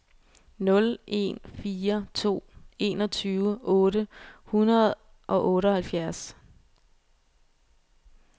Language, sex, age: Danish, female, 24